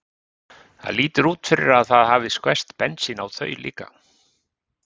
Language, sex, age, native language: Icelandic, male, 50-59, Icelandic